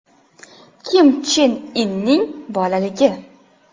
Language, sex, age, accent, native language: Uzbek, female, 25-34, Navoiy, Uzbek